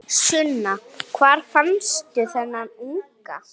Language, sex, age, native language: Icelandic, female, 8, Icelandic